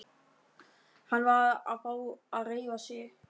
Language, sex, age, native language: Icelandic, male, 13, German